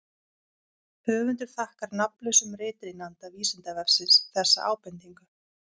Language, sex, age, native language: Icelandic, female, 30-39, Icelandic